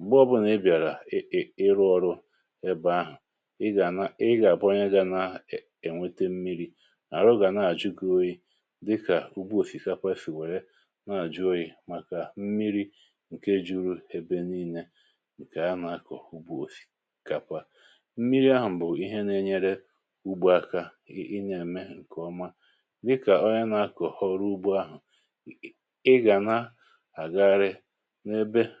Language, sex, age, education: Igbo, male, 30-45, tertiary